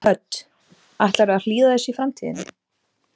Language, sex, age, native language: Icelandic, female, 30-39, Icelandic